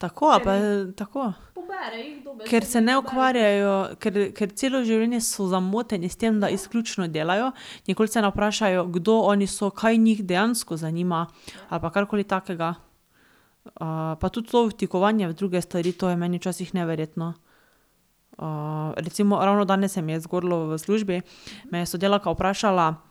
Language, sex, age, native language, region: Slovenian, female, 18-29, Slovenian, Drava region